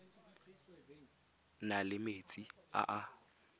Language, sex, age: Tswana, male, 20